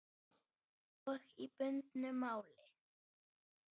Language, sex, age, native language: Icelandic, male, 9, Icelandic